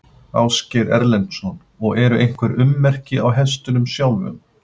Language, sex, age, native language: Icelandic, male, 50-59, Icelandic